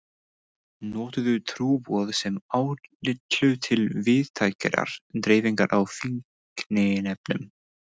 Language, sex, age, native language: Icelandic, male, 20-29, English